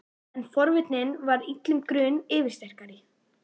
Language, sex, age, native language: Icelandic, female, 11, Icelandic